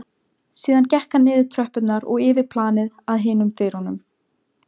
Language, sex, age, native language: Icelandic, female, 17, Icelandic